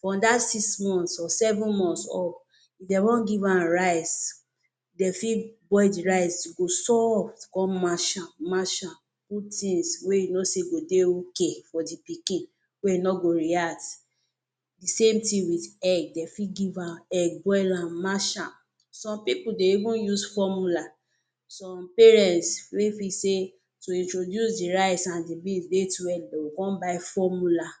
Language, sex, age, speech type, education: Nigerian Pidgin, female, 30-45, spontaneous, tertiary